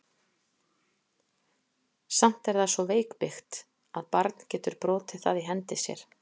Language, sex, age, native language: Icelandic, female, 40-49, Icelandic